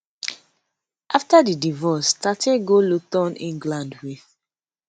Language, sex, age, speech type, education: Nigerian Pidgin, female, 15-29, spontaneous, tertiary